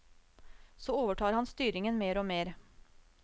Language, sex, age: Norwegian, female, 35